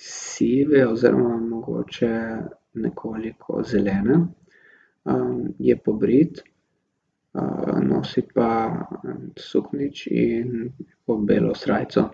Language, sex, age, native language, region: Slovenian, male, 18-29, Slovenian, Gorica region